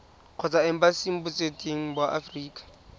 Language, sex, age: Tswana, male, 20